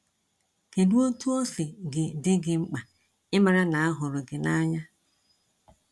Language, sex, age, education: Igbo, male, 15-29, tertiary